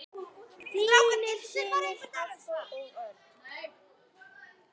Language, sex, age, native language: Icelandic, female, 10, Icelandic